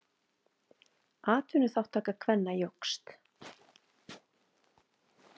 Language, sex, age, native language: Icelandic, female, 40-49, Icelandic